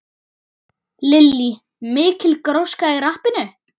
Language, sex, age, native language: Icelandic, male, 9, Icelandic